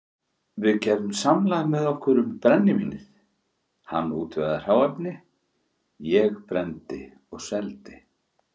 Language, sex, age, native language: Icelandic, male, 40-49, Icelandic